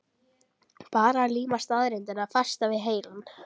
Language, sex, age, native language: Icelandic, female, 12, Icelandic